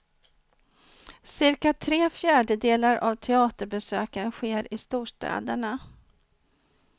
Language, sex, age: Swedish, female, 49